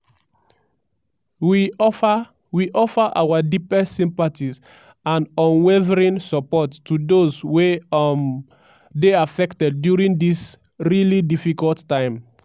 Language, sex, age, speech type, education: Nigerian Pidgin, male, 15-29, spontaneous, tertiary